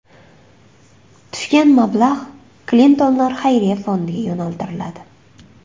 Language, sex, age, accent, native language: Uzbek, female, 25-34, Surxondaryo, Uzbek